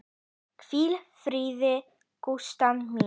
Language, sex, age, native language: Icelandic, female, 10, Icelandic